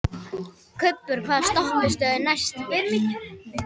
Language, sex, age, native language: Icelandic, female, 11, Icelandic